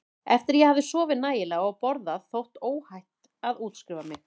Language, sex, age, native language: Icelandic, female, 30-39, Icelandic